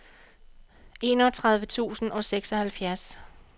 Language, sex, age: Danish, female, 45